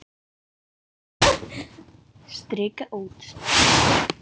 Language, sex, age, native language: Icelandic, female, 9, Icelandic